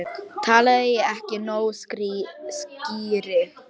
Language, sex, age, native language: Icelandic, female, 10, Polish